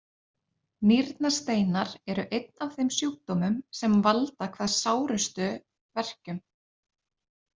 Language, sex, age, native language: Icelandic, female, 30-39, Icelandic